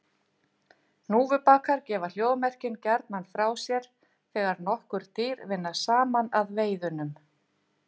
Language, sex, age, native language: Icelandic, female, 50-59, Icelandic